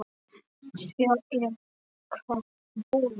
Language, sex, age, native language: Icelandic, male, 7, Polish